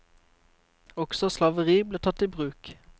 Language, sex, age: Norwegian, male, 23